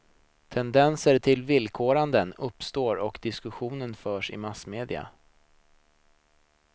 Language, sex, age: Swedish, male, 26